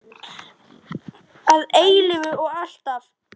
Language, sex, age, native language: Icelandic, male, 9, Icelandic